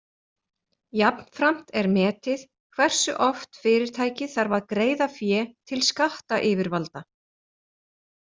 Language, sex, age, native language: Icelandic, female, 40-49, Icelandic